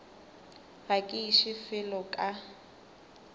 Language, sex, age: Northern Sotho, female, 18